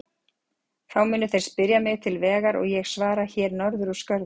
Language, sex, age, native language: Icelandic, female, 40-49, Icelandic